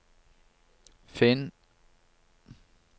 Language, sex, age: Norwegian, male, 59